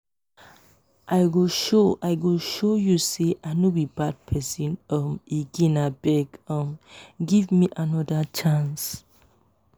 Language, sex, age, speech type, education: Nigerian Pidgin, female, 15-29, spontaneous, tertiary